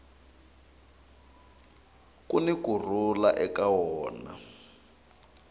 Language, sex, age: Tsonga, male, 22